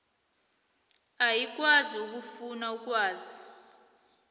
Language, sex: South Ndebele, female